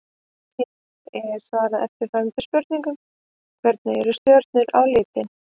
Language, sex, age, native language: Icelandic, female, 30-39, Icelandic